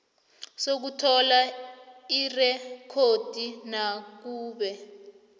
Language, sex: South Ndebele, female